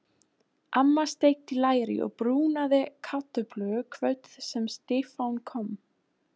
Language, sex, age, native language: Icelandic, female, 20-29, German